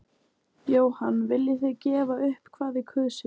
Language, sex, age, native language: Icelandic, female, 18-19, Icelandic